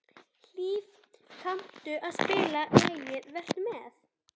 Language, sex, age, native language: Icelandic, female, 11, Icelandic